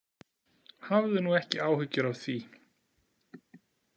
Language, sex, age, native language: Icelandic, male, 40-49, Icelandic